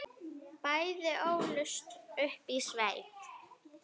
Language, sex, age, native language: Icelandic, female, 9, Icelandic